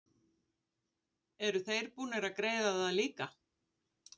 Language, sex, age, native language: Icelandic, female, 50-59, Icelandic